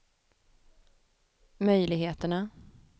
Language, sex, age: Swedish, female, 23